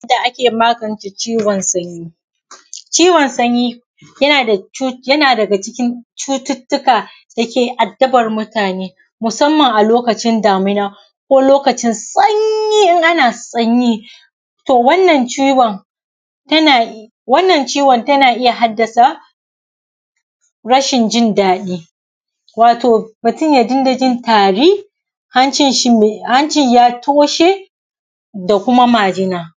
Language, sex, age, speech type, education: Hausa, female, 30-45, spontaneous, primary